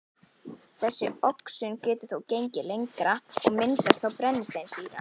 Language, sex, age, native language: Icelandic, female, 11, Icelandic